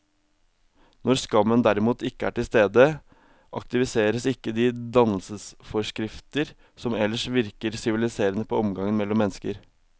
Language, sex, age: Norwegian, male, 22